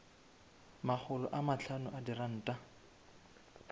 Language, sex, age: Northern Sotho, male, 18